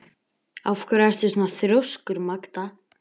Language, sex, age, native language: Icelandic, male, 11, Icelandic